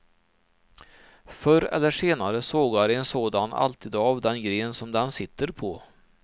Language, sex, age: Swedish, male, 39